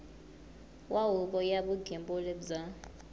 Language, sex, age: Tsonga, female, 21